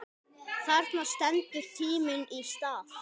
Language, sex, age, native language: Icelandic, male, 10, Icelandic